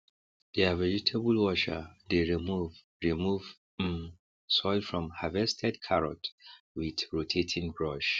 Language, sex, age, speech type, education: Nigerian Pidgin, male, 30-45, spontaneous, tertiary